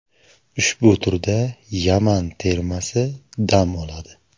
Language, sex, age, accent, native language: Uzbek, male, 18-24, Samarqand, Uzbek